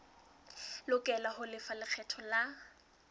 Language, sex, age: Southern Sotho, female, 21